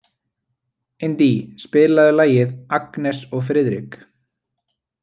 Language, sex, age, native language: Icelandic, male, 20-29, Icelandic